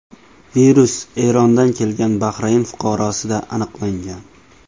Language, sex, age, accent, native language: Uzbek, male, 18-24, Samarqand, Uzbek